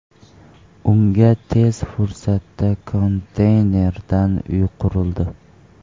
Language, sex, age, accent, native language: Uzbek, male, 18-24, Farg'ona, Uzbek